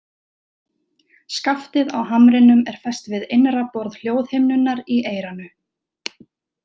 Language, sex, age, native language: Icelandic, female, 20-29, Icelandic